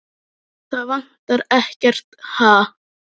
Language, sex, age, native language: Icelandic, male, 10, Icelandic